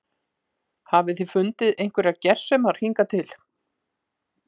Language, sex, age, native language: Icelandic, female, 50-59, Icelandic